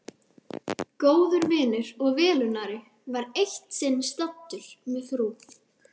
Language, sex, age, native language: Icelandic, female, 12, Icelandic